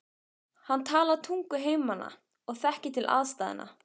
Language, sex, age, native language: Icelandic, female, 15, Icelandic